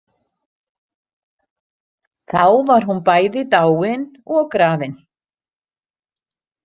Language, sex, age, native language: Icelandic, female, 60-69, Icelandic